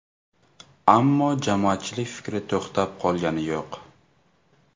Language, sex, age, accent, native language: Uzbek, male, 18-24, Navoiy, Uzbek